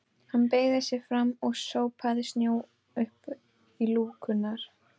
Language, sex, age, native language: Icelandic, female, 12, Icelandic